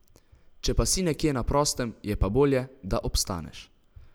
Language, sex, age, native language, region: Slovenian, male, 18-29, Slovenian, Savinja region